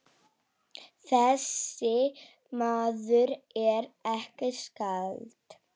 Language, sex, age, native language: Icelandic, male, 7, Icelandic